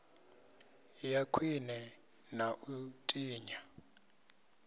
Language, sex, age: Venda, male, 26